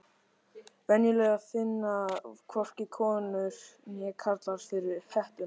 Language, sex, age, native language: Icelandic, male, 13, Icelandic